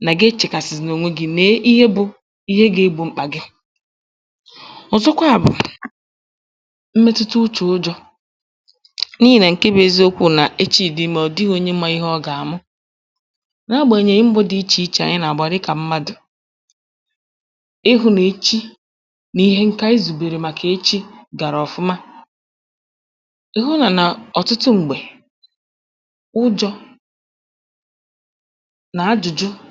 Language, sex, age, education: Igbo, female, 15-29, tertiary